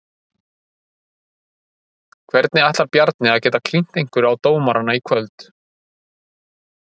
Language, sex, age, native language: Icelandic, male, 30-39, Icelandic